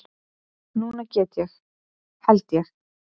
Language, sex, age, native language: Icelandic, female, 20-29, Icelandic